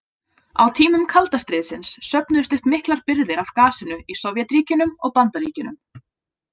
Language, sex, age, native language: Icelandic, female, 20-29, Icelandic